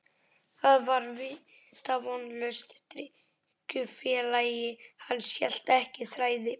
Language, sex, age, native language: Icelandic, male, 11, Icelandic